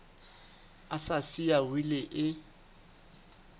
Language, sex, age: Southern Sotho, male, 29